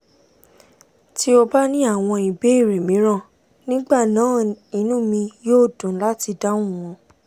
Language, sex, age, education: Yoruba, female, 15-29, tertiary